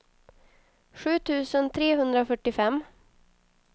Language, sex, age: Swedish, female, 22